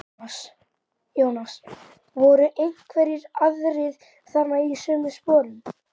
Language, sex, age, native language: Icelandic, male, 12, Icelandic